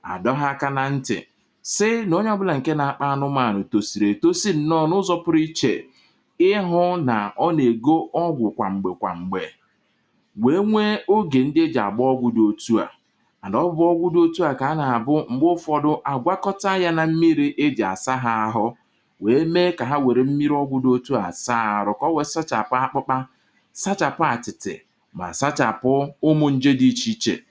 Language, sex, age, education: Igbo, male, 30-45, tertiary